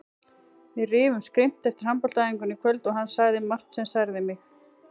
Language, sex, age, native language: Icelandic, female, 40-49, Icelandic